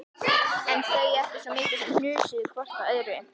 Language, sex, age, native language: Icelandic, female, 11, Icelandic